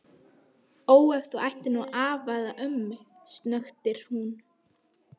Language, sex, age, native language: Icelandic, female, 12, Icelandic